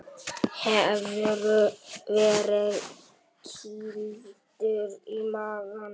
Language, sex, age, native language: Icelandic, male, 9, Icelandic